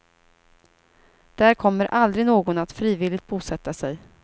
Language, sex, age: Swedish, female, 32